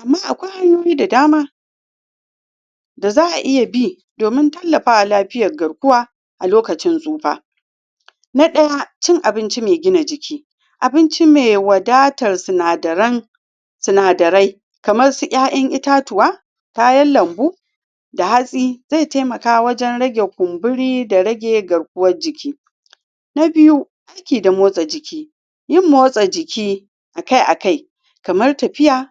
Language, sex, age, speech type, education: Hausa, female, 46-60, spontaneous, tertiary